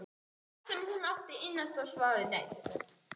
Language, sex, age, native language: Icelandic, male, 11, Icelandic